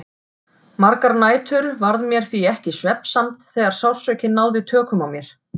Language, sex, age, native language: Icelandic, female, 40-49, Icelandic